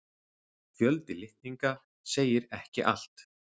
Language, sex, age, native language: Icelandic, male, 40-49, Icelandic